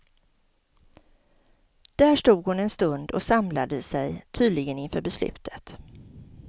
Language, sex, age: Swedish, female, 50